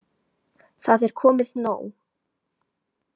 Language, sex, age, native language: Icelandic, female, 18-19, Chinese